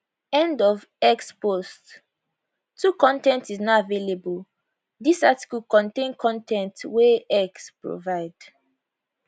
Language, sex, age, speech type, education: Nigerian Pidgin, female, 15-29, spontaneous, tertiary